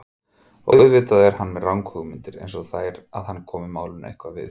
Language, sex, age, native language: Icelandic, male, 50-59, Icelandic